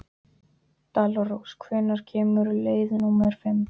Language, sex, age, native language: Icelandic, male, 12, Icelandic